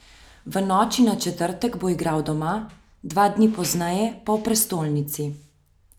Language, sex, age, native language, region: Slovenian, female, 30-49, Slovenian, Central Slovenia